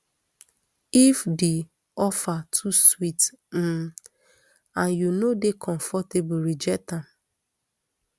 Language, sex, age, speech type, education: Nigerian Pidgin, female, 30-45, spontaneous, tertiary